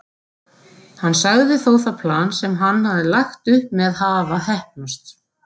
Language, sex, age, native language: Icelandic, female, 40-49, Icelandic